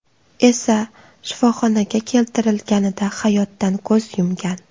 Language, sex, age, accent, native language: Uzbek, female, 25-34, Toshkent viloyati, Uzbek